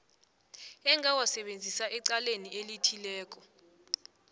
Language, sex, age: South Ndebele, female, 20